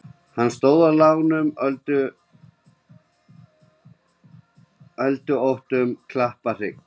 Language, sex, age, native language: Icelandic, male, 20-29, Icelandic